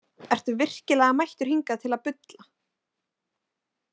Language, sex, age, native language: Icelandic, female, 20-29, Icelandic